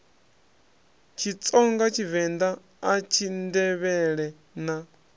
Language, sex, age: Venda, male, 26